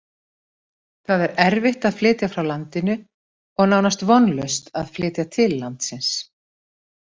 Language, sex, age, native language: Icelandic, female, 50-59, Icelandic